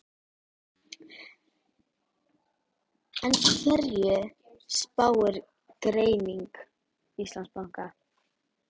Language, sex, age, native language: Icelandic, female, 12, Icelandic